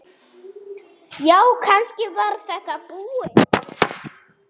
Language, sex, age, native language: Icelandic, male, 10, Icelandic